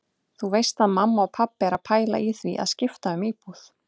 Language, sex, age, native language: Icelandic, female, 30-39, Icelandic